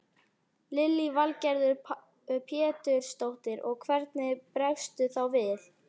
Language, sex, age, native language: Icelandic, female, 12, Icelandic